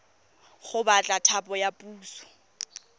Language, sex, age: Tswana, female, 23